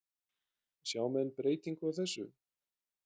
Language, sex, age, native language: Icelandic, male, 30-39, Icelandic